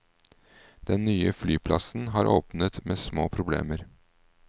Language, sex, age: Norwegian, male, 38